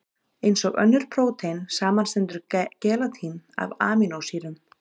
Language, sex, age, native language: Icelandic, female, 30-39, Icelandic